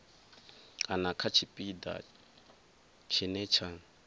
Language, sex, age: Venda, male, 24